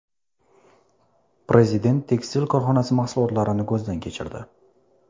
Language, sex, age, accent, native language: Uzbek, male, 18-24, Surxondaryo, Uzbek